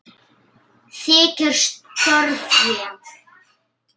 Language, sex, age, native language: Icelandic, female, 8, Icelandic